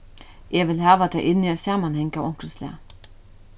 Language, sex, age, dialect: Faroese, female, 36-60, Norðuroyggjar